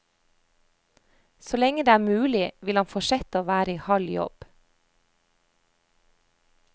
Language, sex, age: Norwegian, female, 30